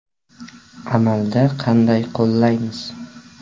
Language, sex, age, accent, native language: Uzbek, male, 18-24, Buxoro, Uzbek